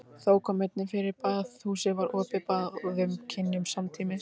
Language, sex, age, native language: Icelandic, female, 18-19, Icelandic